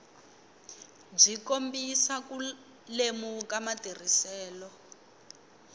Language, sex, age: Tsonga, female, 22